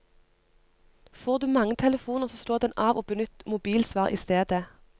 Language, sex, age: Norwegian, female, 25